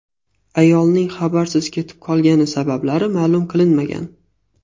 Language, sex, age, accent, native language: Uzbek, male, 18-24, Xorazm, Uzbek